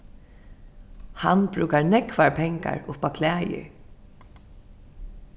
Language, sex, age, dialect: Faroese, female, 15-35, Suðurstreymoy